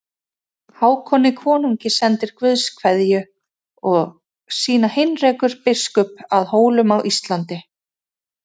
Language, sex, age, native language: Icelandic, female, 30-39, Icelandic